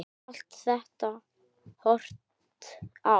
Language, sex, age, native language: Icelandic, male, 9, Icelandic